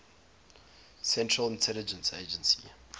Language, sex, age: English, male, 22